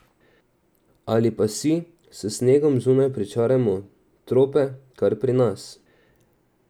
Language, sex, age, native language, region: Slovenian, male, 18-29, Slovenian, Drava region